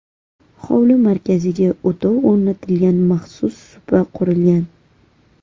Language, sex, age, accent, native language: Uzbek, female, 18-24, Toshkent shahri, Uzbek